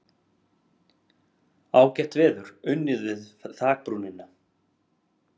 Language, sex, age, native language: Icelandic, male, 30-39, Icelandic